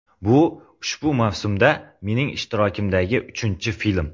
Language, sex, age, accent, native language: Uzbek, male, 18-24, Qoraqalpog'iston, Uzbek